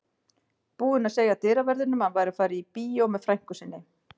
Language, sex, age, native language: Icelandic, female, 50-59, Icelandic